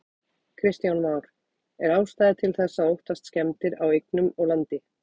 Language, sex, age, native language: Icelandic, female, 30-39, Icelandic